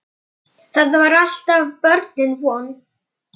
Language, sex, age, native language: Icelandic, male, 9, Polish